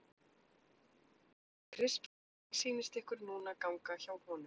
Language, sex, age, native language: Icelandic, female, 20-29, Icelandic